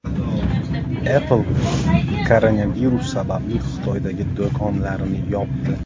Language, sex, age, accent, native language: Uzbek, male, 25-34, Buxoro, Uzbek